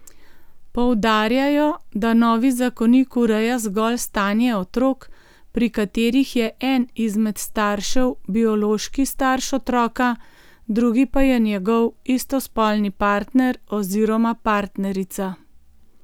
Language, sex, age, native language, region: Slovenian, female, 50-59, Slovenian, Gorenjska region